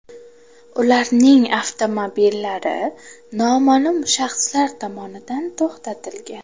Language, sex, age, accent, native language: Uzbek, female, 18-24, Farg'ona, Uzbek